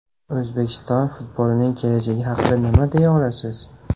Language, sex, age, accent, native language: Uzbek, male, 18-24, Namangan, Uzbek